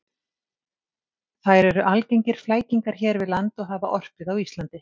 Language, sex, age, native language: Icelandic, female, 50-59, Icelandic